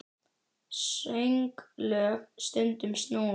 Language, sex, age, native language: Icelandic, female, 10, Icelandic